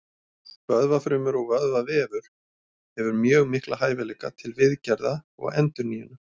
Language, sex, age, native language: Icelandic, male, 40-49, Icelandic